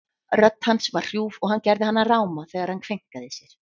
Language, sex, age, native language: Icelandic, female, 30-39, Icelandic